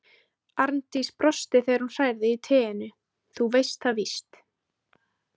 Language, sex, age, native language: Icelandic, female, 20-29, Icelandic